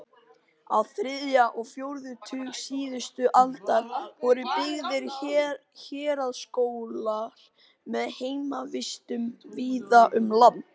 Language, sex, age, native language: Icelandic, male, 18-19, Icelandic